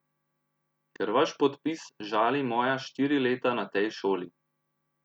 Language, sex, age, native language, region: Slovenian, male, 30-49, Slovenian, Central Slovenia